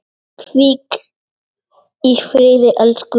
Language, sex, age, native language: Icelandic, male, 8, Icelandic